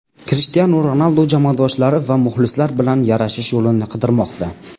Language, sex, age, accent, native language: Uzbek, male, 18-24, Farg'ona, Uzbek